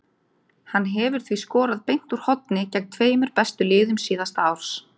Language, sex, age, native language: Icelandic, female, 30-39, Icelandic